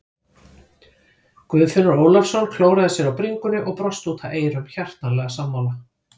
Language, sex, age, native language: Icelandic, female, 50-59, Icelandic